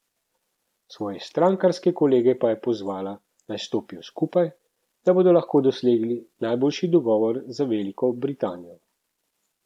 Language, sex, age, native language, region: Slovenian, male, 30-49, Slovenian, Central Slovenia